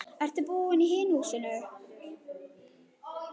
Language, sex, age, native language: Icelandic, female, 10, Icelandic